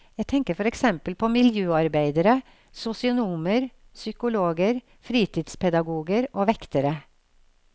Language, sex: Norwegian, female